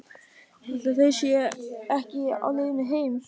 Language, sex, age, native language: Icelandic, male, 13, German